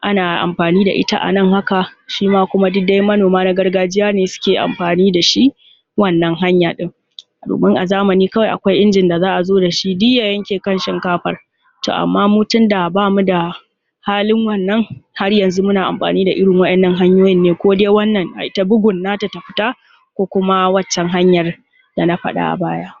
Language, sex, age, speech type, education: Hausa, female, 15-29, spontaneous, secondary